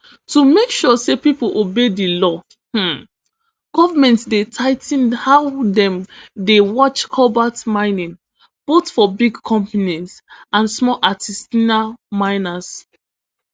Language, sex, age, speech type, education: Nigerian Pidgin, female, 15-29, spontaneous, tertiary